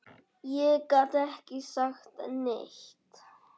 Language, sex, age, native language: Icelandic, male, 9, Icelandic